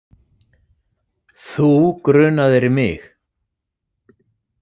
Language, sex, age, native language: Icelandic, male, 40-49, Icelandic